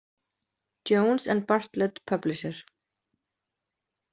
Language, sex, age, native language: Icelandic, female, 20-29, Icelandic